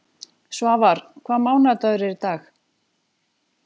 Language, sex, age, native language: Icelandic, female, 40-49, Icelandic